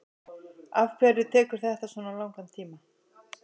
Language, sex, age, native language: Icelandic, male, 50-59, Icelandic